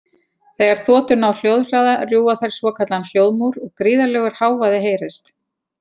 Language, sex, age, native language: Icelandic, female, 40-49, Icelandic